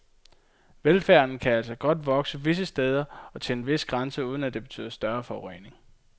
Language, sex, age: Danish, male, 22